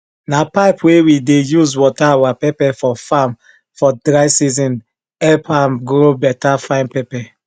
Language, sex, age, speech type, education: Nigerian Pidgin, male, 15-29, spontaneous, tertiary